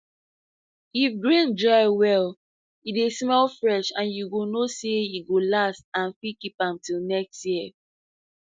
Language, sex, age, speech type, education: Nigerian Pidgin, female, 15-29, spontaneous, tertiary